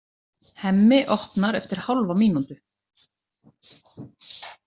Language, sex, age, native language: Icelandic, female, 40-49, Icelandic